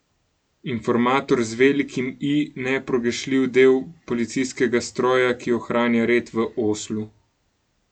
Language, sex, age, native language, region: Slovenian, male, 18-29, Slovenian, Gorenjska region